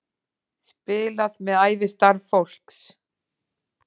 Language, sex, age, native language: Icelandic, female, 40-49, Icelandic